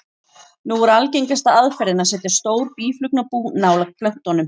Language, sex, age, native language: Icelandic, female, 40-49, Icelandic